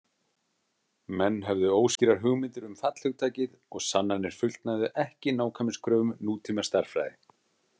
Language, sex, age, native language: Icelandic, male, 30-39, Icelandic